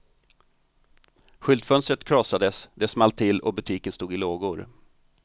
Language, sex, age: Swedish, male, 45